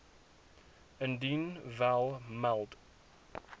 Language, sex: Afrikaans, male